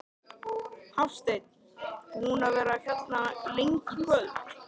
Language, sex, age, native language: Icelandic, male, 13, Icelandic